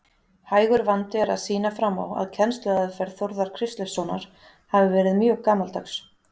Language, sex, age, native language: Icelandic, female, 40-49, Icelandic